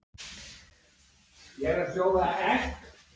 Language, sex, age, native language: Icelandic, female, 40-49, Polish